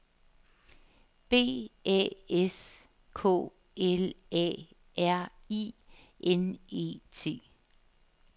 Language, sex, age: Danish, female, 50